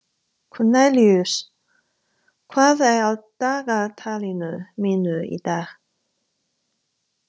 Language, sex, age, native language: Icelandic, female, 30-39, Chinese